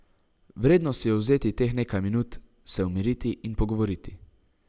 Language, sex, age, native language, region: Slovenian, male, 18-29, Slovenian, Savinja region